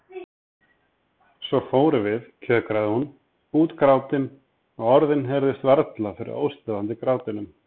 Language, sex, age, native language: Icelandic, male, 30-39, Icelandic